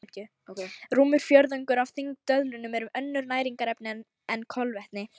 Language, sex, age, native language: Icelandic, female, 18-19, Icelandic